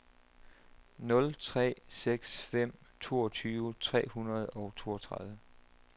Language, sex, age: Danish, male, 27